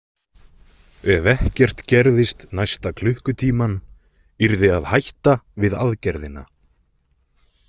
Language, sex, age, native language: Icelandic, male, 20-29, Icelandic